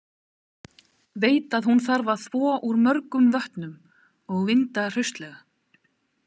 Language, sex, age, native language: Icelandic, female, 30-39, Icelandic